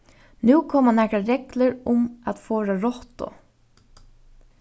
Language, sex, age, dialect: Faroese, female, 15-35, Norðuroyggjar